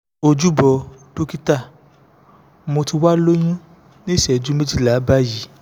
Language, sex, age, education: Yoruba, male, 15-29, tertiary